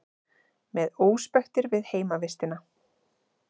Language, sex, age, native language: Icelandic, female, 30-39, Icelandic